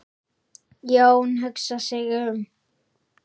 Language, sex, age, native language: Icelandic, male, 8, Icelandic